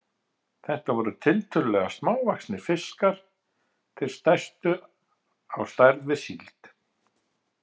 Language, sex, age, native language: Icelandic, male, 50-59, Icelandic